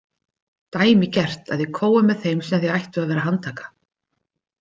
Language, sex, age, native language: Icelandic, female, 50-59, Icelandic